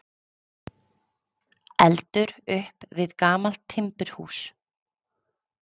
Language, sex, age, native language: Icelandic, female, 30-39, Icelandic